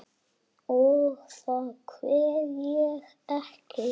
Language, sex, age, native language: Icelandic, male, 7, Icelandic